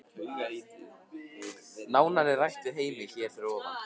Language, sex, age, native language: Icelandic, male, 50-59, Icelandic